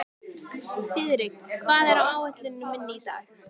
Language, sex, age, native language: Icelandic, female, 13, Icelandic